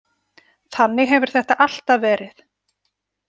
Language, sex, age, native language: Icelandic, female, 40-49, Icelandic